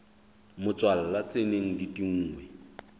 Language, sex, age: Southern Sotho, male, 26